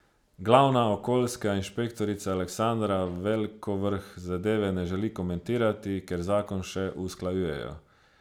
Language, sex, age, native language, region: Slovenian, male, 30-49, Slovenian, Savinja region